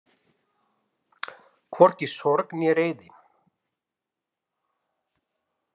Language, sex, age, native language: Icelandic, male, 50-59, Icelandic